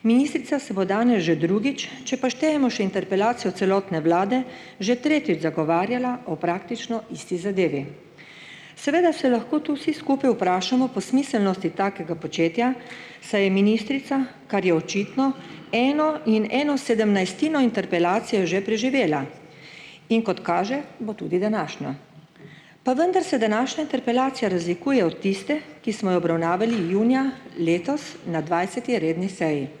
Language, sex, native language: Slovenian, female, Slovenian